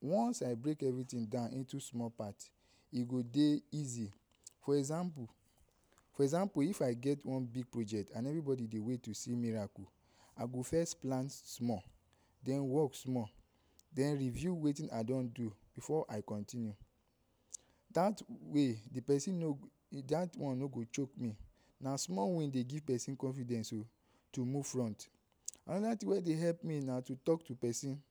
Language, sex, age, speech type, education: Nigerian Pidgin, male, 15-29, spontaneous, tertiary